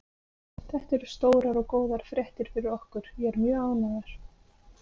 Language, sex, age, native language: Icelandic, female, 30-39, Icelandic